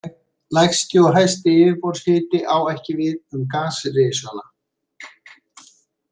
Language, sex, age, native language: Icelandic, male, 70-79, Icelandic